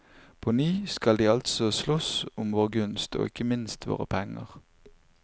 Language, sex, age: Norwegian, male, 24